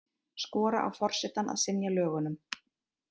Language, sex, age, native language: Icelandic, female, 30-39, Icelandic